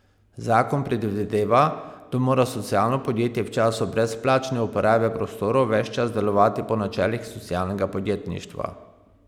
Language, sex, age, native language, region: Slovenian, male, 30-49, Slovenian, Pomurje region